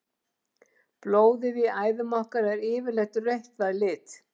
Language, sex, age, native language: Icelandic, female, 70-79, Icelandic